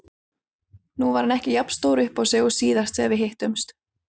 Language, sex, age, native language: Icelandic, female, 30-39, Icelandic